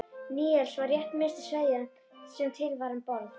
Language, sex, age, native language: Icelandic, female, 11, Icelandic